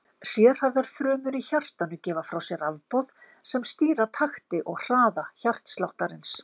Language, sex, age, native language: Icelandic, female, 50-59, Icelandic